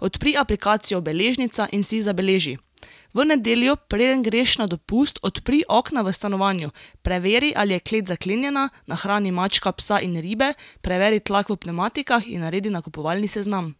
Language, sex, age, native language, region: Slovenian, female, 18-29, Slovenian, Drava region